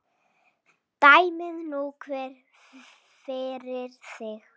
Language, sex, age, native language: Icelandic, female, 7, Icelandic